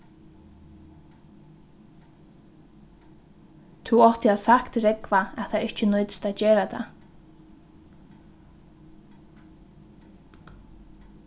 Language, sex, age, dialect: Faroese, female, 15-35, Norðurstreymoy/Eysturoy